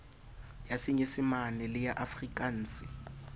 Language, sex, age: Southern Sotho, male, 20